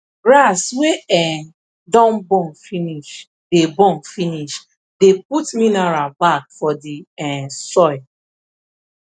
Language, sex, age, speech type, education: Nigerian Pidgin, female, 15-29, spontaneous, tertiary